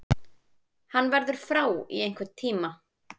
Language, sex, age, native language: Icelandic, female, 20-29, Icelandic